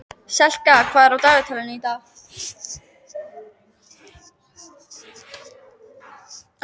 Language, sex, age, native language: Icelandic, female, 13, Icelandic